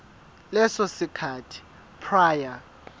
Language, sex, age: Zulu, male, 24